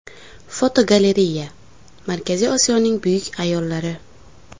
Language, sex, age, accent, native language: Uzbek, female, under 19, Samarqand, Uzbek